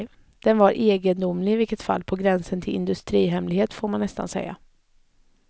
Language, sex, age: Swedish, female, 20